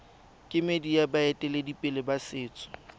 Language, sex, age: Tswana, male, 20